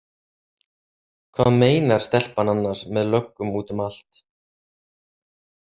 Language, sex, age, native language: Icelandic, male, 30-39, Icelandic